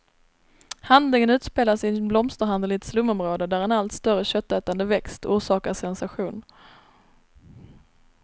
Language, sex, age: Swedish, female, 26